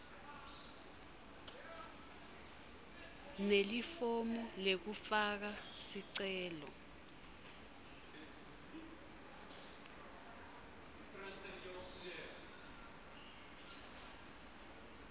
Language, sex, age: Swati, female, 22